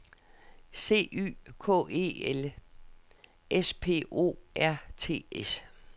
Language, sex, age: Danish, female, 67